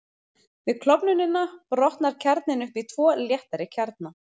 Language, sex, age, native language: Icelandic, female, 30-39, Icelandic